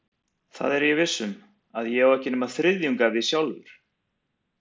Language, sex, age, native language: Icelandic, male, 40-49, Icelandic